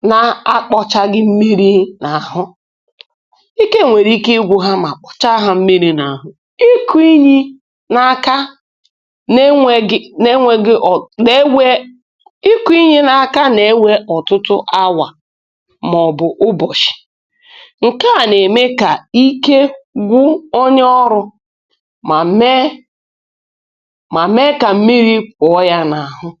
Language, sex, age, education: Igbo, female, 30-45, tertiary